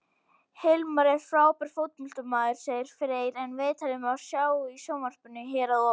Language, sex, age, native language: Icelandic, female, 18-19, Icelandic